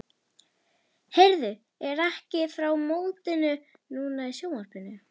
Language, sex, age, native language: Icelandic, female, 11, Icelandic